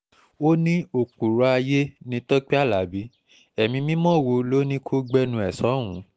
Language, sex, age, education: Yoruba, male, 15-29, tertiary